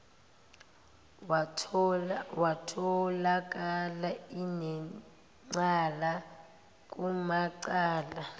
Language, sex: Zulu, female